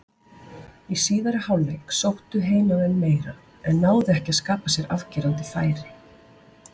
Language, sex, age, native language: Icelandic, female, 40-49, Icelandic